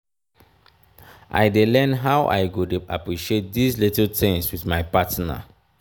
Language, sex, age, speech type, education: Nigerian Pidgin, male, 30-45, spontaneous, tertiary